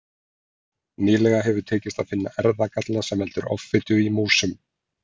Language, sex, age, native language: Icelandic, male, 40-49, Icelandic